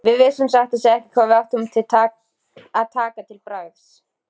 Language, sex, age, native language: Icelandic, female, 20-29, Icelandic